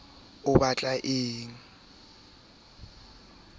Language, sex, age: Southern Sotho, male, 21